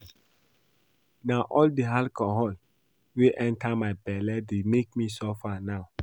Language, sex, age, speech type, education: Nigerian Pidgin, male, 15-29, read, primary